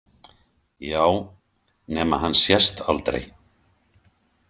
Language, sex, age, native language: Icelandic, male, 50-59, Icelandic